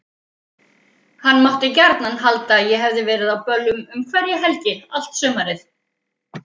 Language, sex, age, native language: Icelandic, female, 50-59, Icelandic